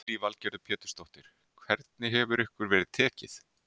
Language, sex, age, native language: Icelandic, male, 30-39, Icelandic